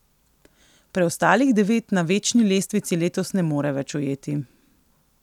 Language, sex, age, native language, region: Slovenian, female, 18-29, Slovenian, Coastal Karst region